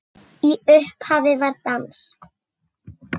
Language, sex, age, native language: Icelandic, female, 6, Icelandic